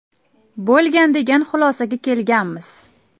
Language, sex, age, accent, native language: Uzbek, female, 18-24, Toshkent viloyati, Uzbek